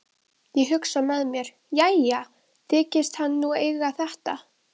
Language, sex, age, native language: Icelandic, female, 12, Icelandic